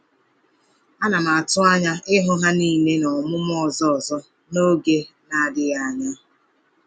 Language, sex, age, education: Igbo, female, 30-45, tertiary